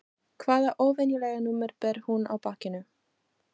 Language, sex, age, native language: Icelandic, female, 20-29, Portuguese